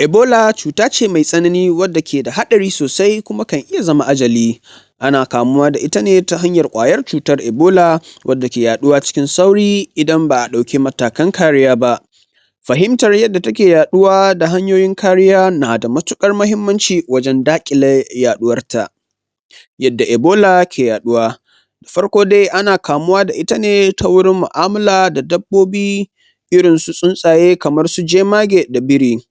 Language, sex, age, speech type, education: Hausa, male, 15-29, spontaneous, tertiary